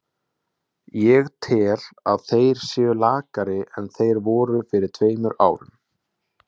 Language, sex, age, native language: Icelandic, male, 20-29, Icelandic